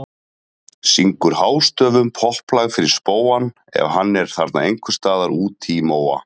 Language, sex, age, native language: Icelandic, male, 30-39, Icelandic